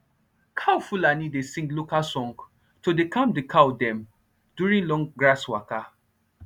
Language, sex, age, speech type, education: Nigerian Pidgin, male, 15-29, spontaneous, tertiary